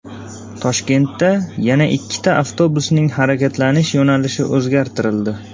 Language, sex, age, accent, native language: Uzbek, male, 18-24, Surxondaryo, Uzbek